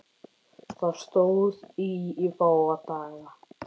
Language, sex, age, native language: Icelandic, male, 10, Icelandic